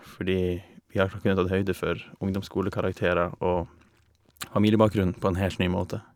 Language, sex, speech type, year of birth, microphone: Norwegian, male, spontaneous, 1988, Shure